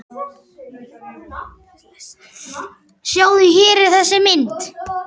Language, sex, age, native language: Icelandic, male, 8, Icelandic